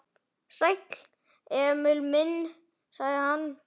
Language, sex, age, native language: Icelandic, male, 9, Icelandic